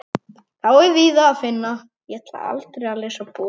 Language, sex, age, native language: Icelandic, male, 9, Icelandic